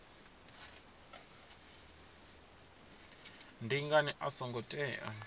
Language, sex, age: Venda, male, 20